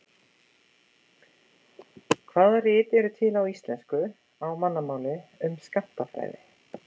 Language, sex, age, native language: Icelandic, female, 50-59, Icelandic